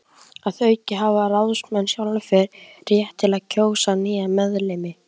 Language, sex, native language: Icelandic, male, Icelandic